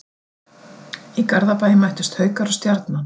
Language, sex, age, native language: Icelandic, female, 40-49, Icelandic